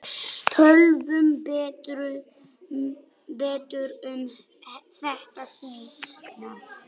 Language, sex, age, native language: Icelandic, male, 9, Polish